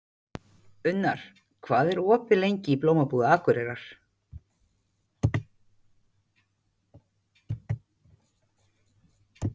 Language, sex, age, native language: Icelandic, female, 40-49, Icelandic